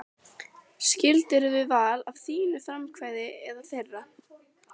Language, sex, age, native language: Icelandic, female, 12, Icelandic